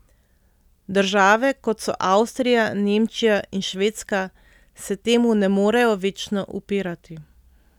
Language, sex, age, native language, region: Slovenian, female, 30-49, Slovenian, Central Slovenia